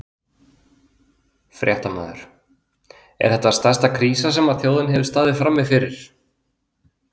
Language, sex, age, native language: Icelandic, male, 30-39, Icelandic